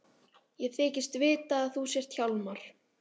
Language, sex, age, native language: Icelandic, female, 12, Icelandic